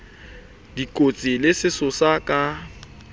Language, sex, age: Southern Sotho, male, 25